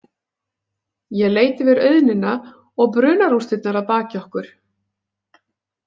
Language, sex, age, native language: Icelandic, female, 40-49, Icelandic